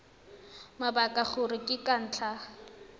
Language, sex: Tswana, female